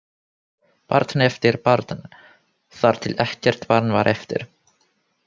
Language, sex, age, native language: Icelandic, male, 18-19, Finnish